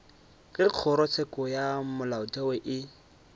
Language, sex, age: Northern Sotho, male, 25